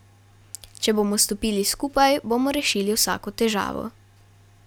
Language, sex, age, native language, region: Slovenian, female, 12-17, Slovenian, Carinthia region